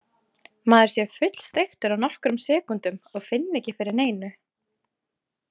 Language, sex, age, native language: Icelandic, female, 20-29, Icelandic